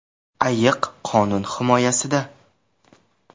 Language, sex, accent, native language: Uzbek, male, Samarqand, Uzbek